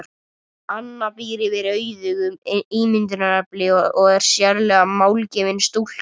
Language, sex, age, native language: Icelandic, male, 30-39, Icelandic